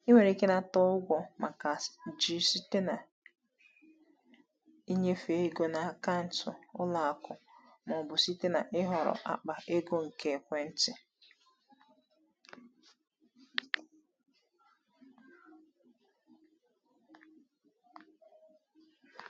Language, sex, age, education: Igbo, female, 15-29, tertiary